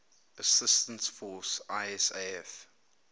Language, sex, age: English, male, 22